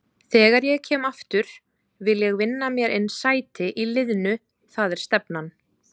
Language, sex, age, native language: Icelandic, female, 30-39, Icelandic